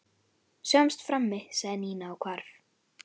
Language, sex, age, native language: Icelandic, female, 11, Icelandic